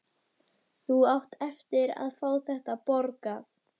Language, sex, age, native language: Icelandic, female, 12, Icelandic